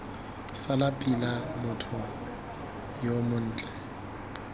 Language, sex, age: Tswana, male, 21